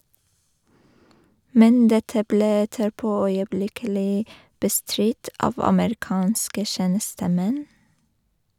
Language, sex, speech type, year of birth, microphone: Norwegian, female, read, 1985, Shure